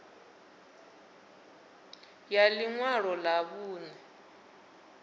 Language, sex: Venda, female